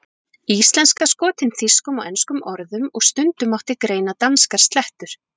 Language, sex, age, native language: Icelandic, female, 40-49, Icelandic